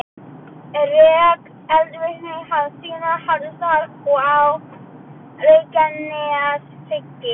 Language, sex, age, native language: Icelandic, female, 12, Icelandic